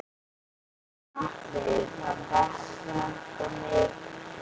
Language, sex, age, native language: Icelandic, male, 11, Icelandic